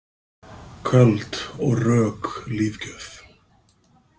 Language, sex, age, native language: Icelandic, male, 50-59, Icelandic